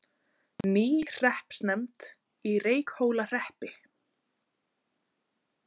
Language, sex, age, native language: Icelandic, other, 20-29, Icelandic